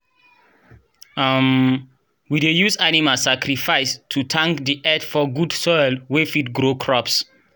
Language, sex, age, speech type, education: Nigerian Pidgin, male, 30-45, spontaneous, tertiary